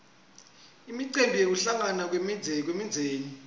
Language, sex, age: Swati, male, 26